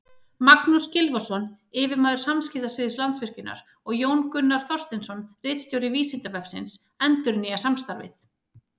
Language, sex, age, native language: Icelandic, female, 30-39, Icelandic